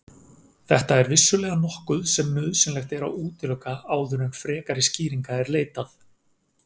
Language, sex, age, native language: Icelandic, male, 30-39, Icelandic